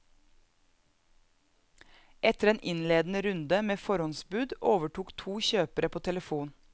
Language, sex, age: Norwegian, female, 34